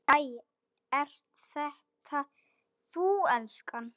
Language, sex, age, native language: Icelandic, male, 9, Icelandic